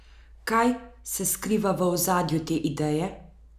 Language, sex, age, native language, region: Slovenian, female, 30-49, Slovenian, Central Slovenia